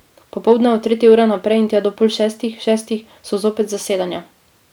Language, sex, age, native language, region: Slovenian, female, 18-29, Slovenian, Drava region